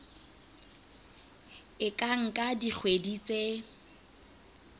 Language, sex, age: Southern Sotho, female, 25